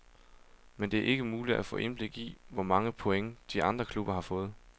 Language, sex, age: Danish, male, 22